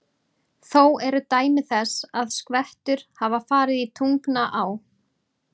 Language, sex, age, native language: Icelandic, female, 30-39, Icelandic